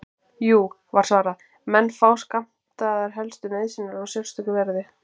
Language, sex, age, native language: Icelandic, female, 20-29, Icelandic